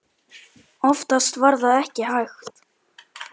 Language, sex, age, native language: Icelandic, male, 10, Icelandic